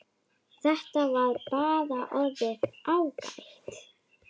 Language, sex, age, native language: Icelandic, female, 8, Icelandic